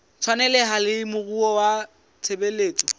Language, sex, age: Southern Sotho, male, 20